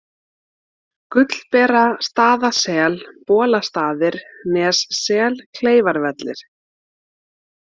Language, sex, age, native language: Icelandic, female, 30-39, Icelandic